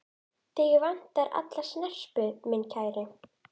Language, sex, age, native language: Icelandic, female, 11, Icelandic